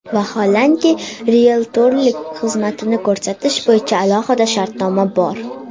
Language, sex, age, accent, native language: Uzbek, female, under 19, Toshkent shahri, Uzbek